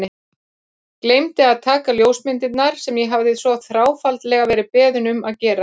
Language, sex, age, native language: Icelandic, female, 50-59, Icelandic